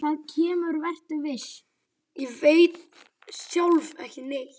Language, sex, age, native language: Icelandic, male, 8, Icelandic